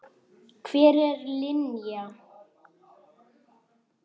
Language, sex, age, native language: Icelandic, male, 10, Icelandic